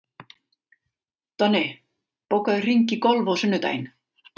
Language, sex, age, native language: Icelandic, female, 40-49, Icelandic